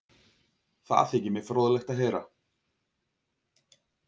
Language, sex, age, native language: Icelandic, male, 40-49, Icelandic